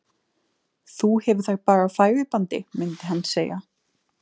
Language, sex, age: Icelandic, female, 20-29